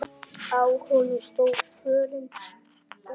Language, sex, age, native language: Icelandic, male, 7, Icelandic